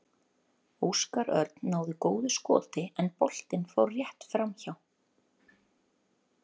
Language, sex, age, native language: Icelandic, female, 30-39, Icelandic